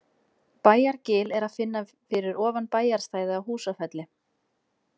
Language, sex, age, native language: Icelandic, female, 20-29, Icelandic